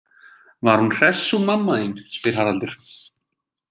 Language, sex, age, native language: Icelandic, male, 20-29, Icelandic